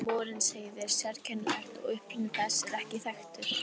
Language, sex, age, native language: Icelandic, female, 18-19, Icelandic